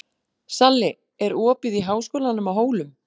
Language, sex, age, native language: Icelandic, female, 40-49, Icelandic